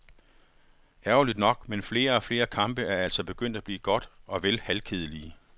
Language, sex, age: Danish, male, 51